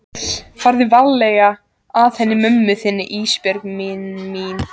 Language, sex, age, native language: Icelandic, female, 14, Icelandic